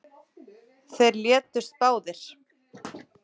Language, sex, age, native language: Icelandic, female, 40-49, Icelandic